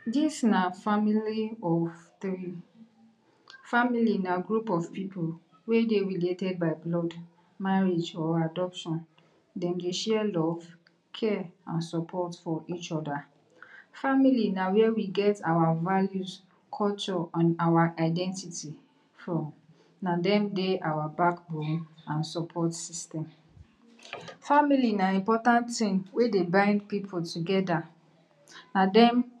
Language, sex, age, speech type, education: Nigerian Pidgin, female, 60+, spontaneous, tertiary